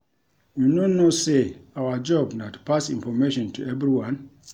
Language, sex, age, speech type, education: Nigerian Pidgin, male, 46-60, read, tertiary